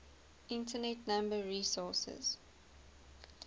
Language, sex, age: English, female, 19